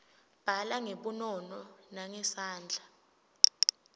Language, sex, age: Swati, female, 20